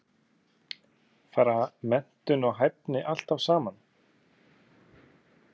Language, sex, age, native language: Icelandic, male, 30-39, Icelandic